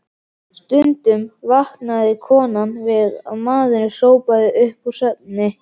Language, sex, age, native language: Icelandic, male, 11, Icelandic